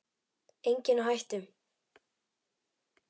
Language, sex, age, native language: Icelandic, male, 10, Icelandic